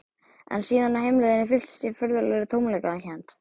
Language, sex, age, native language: Icelandic, male, 12, Icelandic